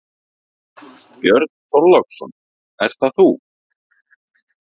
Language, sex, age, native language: Icelandic, male, 40-49, Icelandic